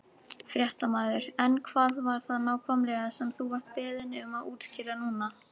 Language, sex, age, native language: Icelandic, female, 18-19, Icelandic